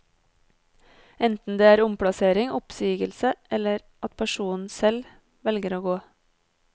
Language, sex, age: Norwegian, female, 30